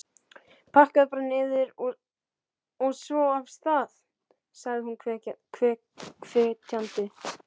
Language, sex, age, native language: Icelandic, male, 12, Icelandic